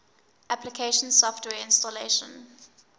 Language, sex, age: English, female, 19